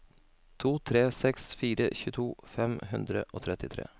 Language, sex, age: Norwegian, male, 32